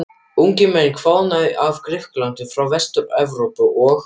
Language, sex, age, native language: Icelandic, male, 12, German